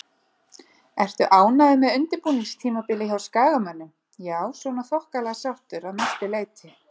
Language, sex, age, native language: Icelandic, female, 30-39, Icelandic